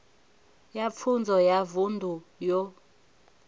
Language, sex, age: Venda, female, 21